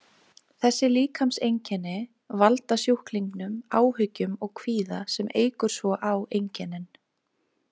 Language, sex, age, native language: Icelandic, female, 20-29, Icelandic